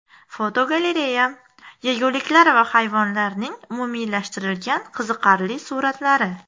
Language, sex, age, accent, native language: Uzbek, female, 18-24, Farg'ona, Uzbek